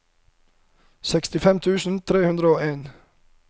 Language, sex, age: Norwegian, male, 31